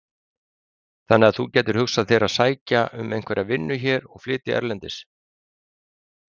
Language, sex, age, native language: Icelandic, male, 50-59, Icelandic